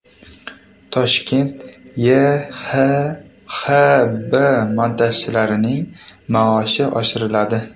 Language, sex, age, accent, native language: Uzbek, male, 18-24, Surxondaryo, Uzbek